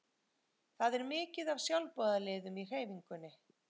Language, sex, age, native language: Icelandic, female, 30-39, Icelandic